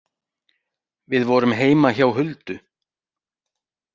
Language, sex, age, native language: Icelandic, male, 40-49, Icelandic